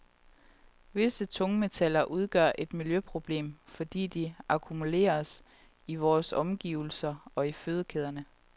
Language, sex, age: Danish, female, 31